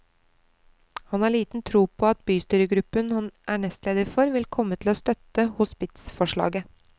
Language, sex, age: Norwegian, female, 29